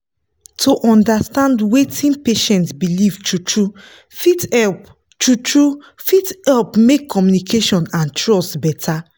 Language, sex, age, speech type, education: Nigerian Pidgin, female, 15-29, spontaneous, tertiary